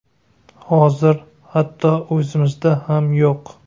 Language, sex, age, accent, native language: Uzbek, male, 25-34, Navoiy, Uzbek